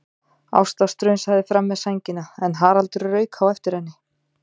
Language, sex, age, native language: Icelandic, female, 30-39, Icelandic